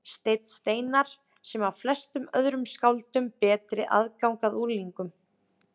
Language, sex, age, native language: Icelandic, female, 30-39, Icelandic